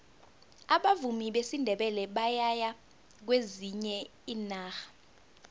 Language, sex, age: South Ndebele, female, 21